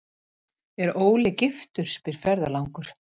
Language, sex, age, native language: Icelandic, female, 50-59, Icelandic